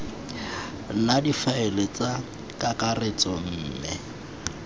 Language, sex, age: Tswana, male, 21